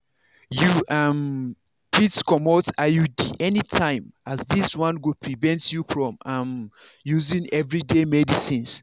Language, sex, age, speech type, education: Nigerian Pidgin, male, 30-45, spontaneous, tertiary